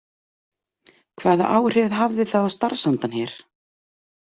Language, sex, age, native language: Icelandic, female, 40-49, Icelandic